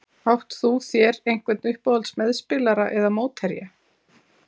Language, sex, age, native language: Icelandic, female, 40-49, Icelandic